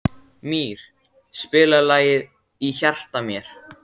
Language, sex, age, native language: Icelandic, male, 14, Icelandic